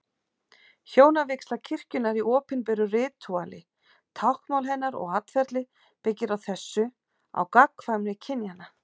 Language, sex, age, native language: Icelandic, female, 40-49, Icelandic